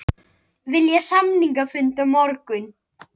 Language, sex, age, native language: Icelandic, female, 30-39, Icelandic